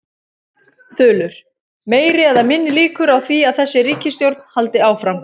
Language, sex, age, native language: Icelandic, female, 30-39, Icelandic